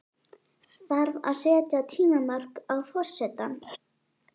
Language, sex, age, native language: Icelandic, female, 11, Icelandic